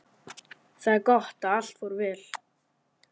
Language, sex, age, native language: Icelandic, male, 11, Icelandic